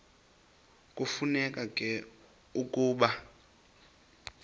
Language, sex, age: Xhosa, male, 26